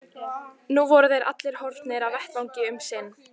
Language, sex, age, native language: Icelandic, female, 14, Icelandic